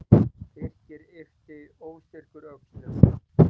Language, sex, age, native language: Icelandic, male, 40-49, Icelandic